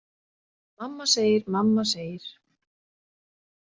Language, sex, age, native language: Icelandic, female, 40-49, Icelandic